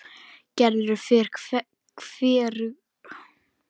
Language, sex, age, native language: Icelandic, female, 9, Icelandic